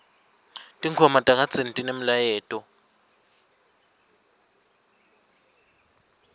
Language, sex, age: Swati, male, 21